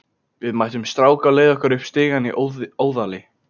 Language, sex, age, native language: Icelandic, male, 15, Icelandic